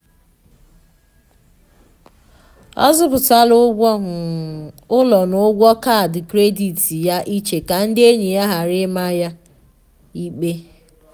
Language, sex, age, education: Igbo, female, 15-29, tertiary